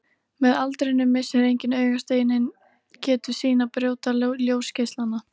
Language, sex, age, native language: Icelandic, female, 13, Icelandic